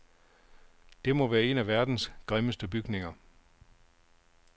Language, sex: Danish, male